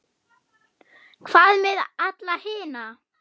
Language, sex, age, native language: Icelandic, female, 8, German